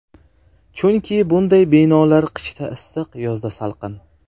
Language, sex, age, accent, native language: Uzbek, male, 18-24, Qashqadaryo, Uzbek